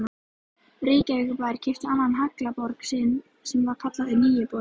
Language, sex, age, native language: Icelandic, female, 13, Icelandic